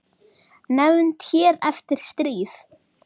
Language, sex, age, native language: Icelandic, male, 10, Icelandic